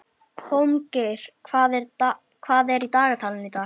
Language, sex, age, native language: Icelandic, female, 21, Icelandic